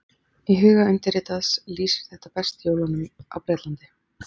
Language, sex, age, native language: Icelandic, female, 30-39, Icelandic